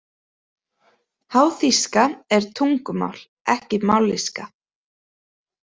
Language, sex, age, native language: Icelandic, female, 30-39, Icelandic